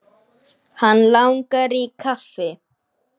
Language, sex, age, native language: Icelandic, male, 9, Icelandic